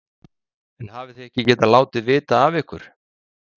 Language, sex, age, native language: Icelandic, male, 50-59, Icelandic